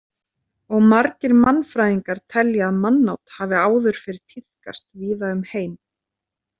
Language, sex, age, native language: Icelandic, female, 30-39, Icelandic